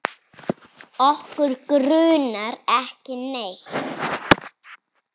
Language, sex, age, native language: Icelandic, female, 7, Icelandic